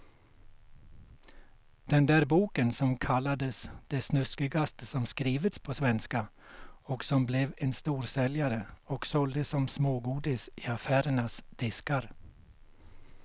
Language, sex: Swedish, male